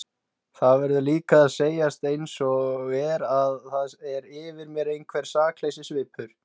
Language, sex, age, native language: Icelandic, male, 20-29, Icelandic